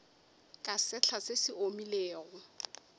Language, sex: Northern Sotho, female